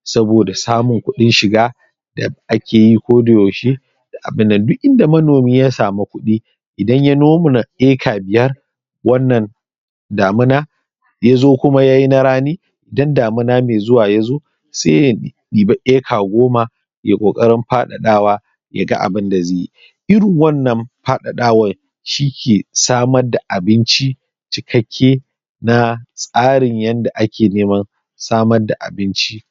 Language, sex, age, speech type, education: Hausa, male, 30-45, spontaneous, primary